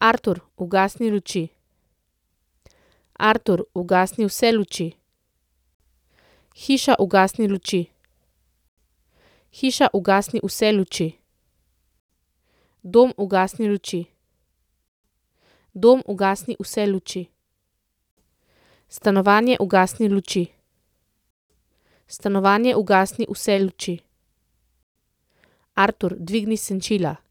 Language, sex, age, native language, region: Slovenian, female, 30-49, Slovenian, Central Slovenia